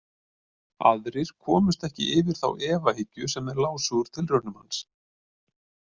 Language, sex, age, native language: Icelandic, male, 40-49, Icelandic